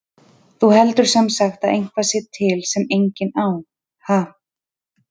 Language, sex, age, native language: Icelandic, female, 30-39, Icelandic